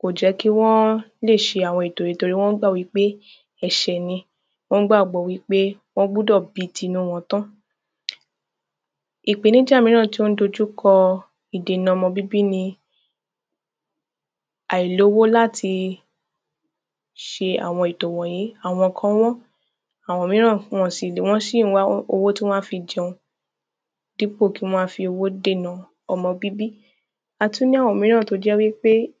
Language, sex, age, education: Yoruba, female, 15-29, tertiary